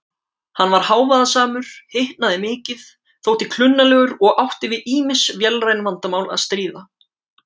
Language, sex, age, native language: Icelandic, male, 18-19, Icelandic